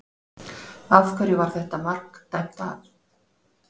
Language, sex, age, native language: Icelandic, female, 40-49, Icelandic